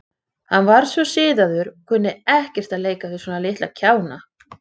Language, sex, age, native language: Icelandic, female, 30-39, Icelandic